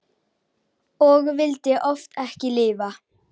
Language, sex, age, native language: Icelandic, female, 6, Icelandic